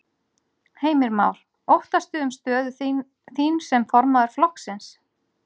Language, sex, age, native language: Icelandic, female, 40-49, Icelandic